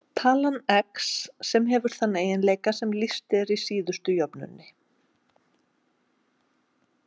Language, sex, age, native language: Icelandic, female, 40-49, Icelandic